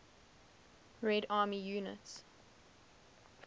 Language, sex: English, female